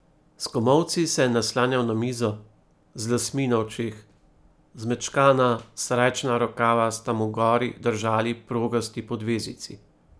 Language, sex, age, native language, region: Slovenian, male, 30-49, Slovenian, Primorsko-notranjska region